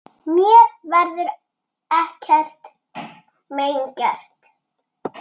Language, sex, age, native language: Icelandic, male, 6, Icelandic